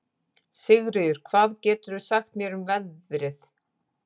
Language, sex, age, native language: Icelandic, female, 40-49, Icelandic